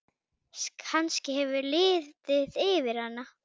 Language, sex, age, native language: Icelandic, female, 9, Icelandic